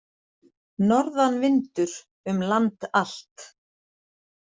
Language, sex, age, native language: Icelandic, female, 40-49, Icelandic